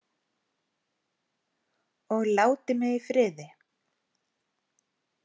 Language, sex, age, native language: Icelandic, female, 40-49, Icelandic